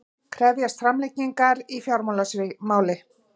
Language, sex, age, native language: Icelandic, female, 40-49, Icelandic